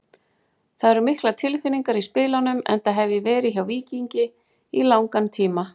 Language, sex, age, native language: Icelandic, female, 40-49, Icelandic